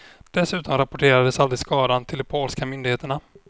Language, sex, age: Swedish, male, 26